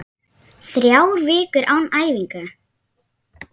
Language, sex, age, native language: Icelandic, female, 7, Icelandic